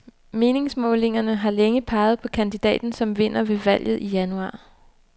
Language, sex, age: Danish, female, 29